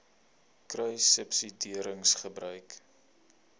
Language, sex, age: Afrikaans, male, 21